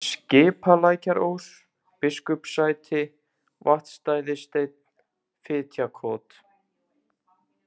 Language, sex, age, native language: Icelandic, male, 20-29, Icelandic